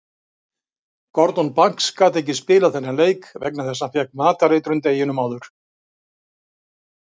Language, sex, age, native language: Icelandic, male, 60-69, Icelandic